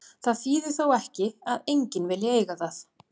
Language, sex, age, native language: Icelandic, female, 40-49, Icelandic